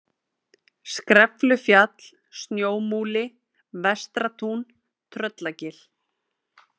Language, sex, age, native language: Icelandic, female, 30-39, Icelandic